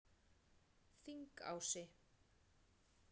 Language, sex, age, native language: Icelandic, female, 40-49, Icelandic